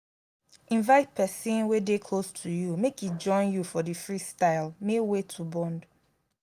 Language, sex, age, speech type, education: Nigerian Pidgin, female, 15-29, spontaneous, tertiary